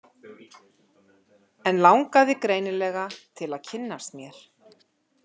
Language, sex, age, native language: Icelandic, female, 50-59, Icelandic